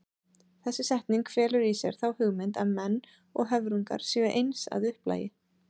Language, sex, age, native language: Icelandic, female, 30-39, Icelandic